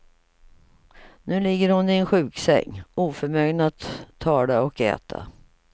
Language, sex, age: Swedish, female, 55